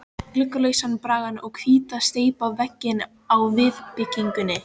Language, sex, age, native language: Icelandic, female, 14, Filipino